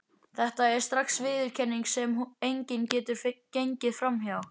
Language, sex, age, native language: Icelandic, male, 11, Icelandic